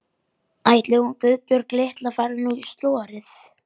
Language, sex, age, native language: Icelandic, male, 11, Icelandic